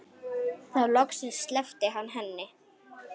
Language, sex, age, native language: Icelandic, female, 9, Icelandic